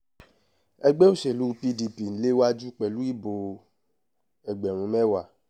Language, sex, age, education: Yoruba, male, 15-29, tertiary